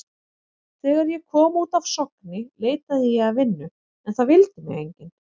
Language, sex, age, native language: Icelandic, female, 30-39, Icelandic